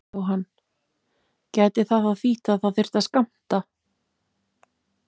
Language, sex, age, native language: Icelandic, female, 30-39, Icelandic